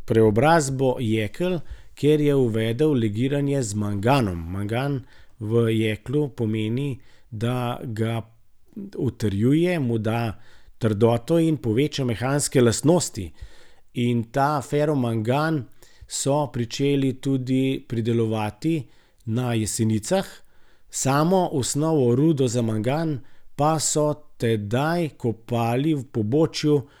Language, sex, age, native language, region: Slovenian, male, 60+, Slovenian, Gorenjska region